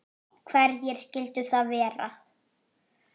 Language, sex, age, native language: Icelandic, male, 8, Icelandic